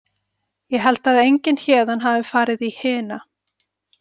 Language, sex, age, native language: Icelandic, female, 40-49, Icelandic